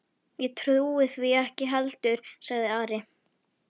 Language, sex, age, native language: Icelandic, female, 11, Icelandic